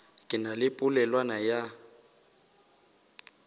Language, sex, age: Northern Sotho, male, 18